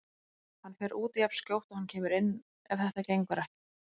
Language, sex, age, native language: Icelandic, female, 20-29, Icelandic